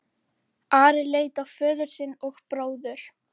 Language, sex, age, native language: Icelandic, female, 11, Icelandic